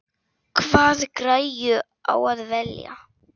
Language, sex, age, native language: Icelandic, female, 8, Icelandic